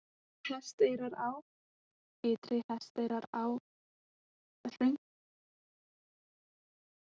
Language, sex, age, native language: Icelandic, female, 18-19, Icelandic